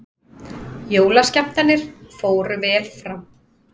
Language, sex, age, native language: Icelandic, female, 30-39, Icelandic